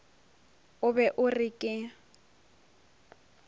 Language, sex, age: Northern Sotho, female, 23